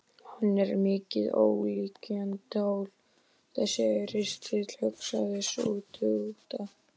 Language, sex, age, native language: Icelandic, male, 12, Icelandic